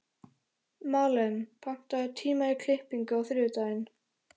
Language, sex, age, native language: Icelandic, male, 13, Icelandic